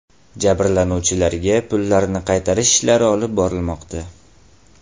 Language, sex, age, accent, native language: Uzbek, male, 18-24, Farg'ona, Uzbek